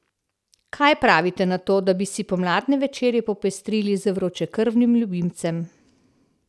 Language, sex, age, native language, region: Slovenian, female, 60+, Slovenian, Central Slovenia